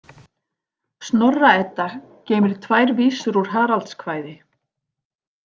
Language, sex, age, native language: Icelandic, female, 40-49, Icelandic